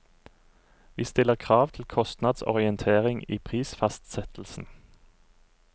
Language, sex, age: Norwegian, male, 39